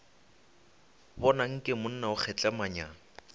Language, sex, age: Northern Sotho, male, 20